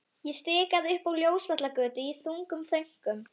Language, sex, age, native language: Icelandic, female, 11, Icelandic